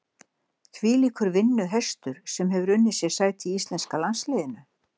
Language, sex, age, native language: Icelandic, female, 60-69, Icelandic